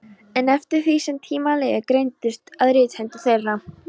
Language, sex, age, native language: Icelandic, female, 13, Polish